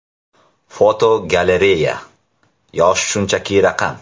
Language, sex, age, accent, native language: Uzbek, male, 18-24, Navoiy, Uzbek